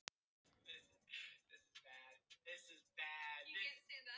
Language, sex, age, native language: Icelandic, male, 15, Icelandic